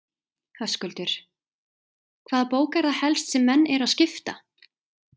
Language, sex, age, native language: Icelandic, female, 30-39, Icelandic